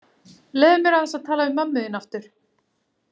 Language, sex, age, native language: Icelandic, female, 40-49, Icelandic